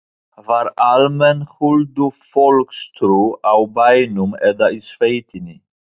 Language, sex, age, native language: Icelandic, male, 40-49, Polish